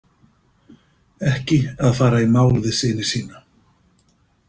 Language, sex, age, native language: Icelandic, male, 50-59, Icelandic